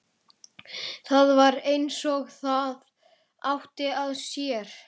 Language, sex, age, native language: Icelandic, male, 11, Icelandic